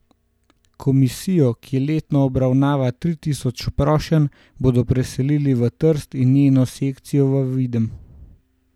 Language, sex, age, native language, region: Slovenian, male, 18-29, Slovenian, Gorenjska region